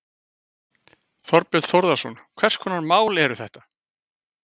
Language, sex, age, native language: Icelandic, male, 50-59, Icelandic